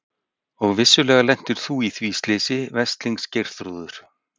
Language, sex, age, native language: Icelandic, male, 60-69, Icelandic